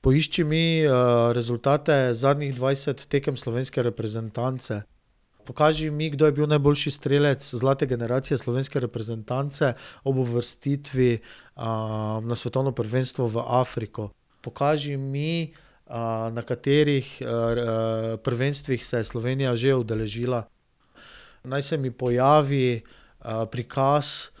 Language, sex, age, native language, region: Slovenian, male, 30-49, Slovenian, Drava region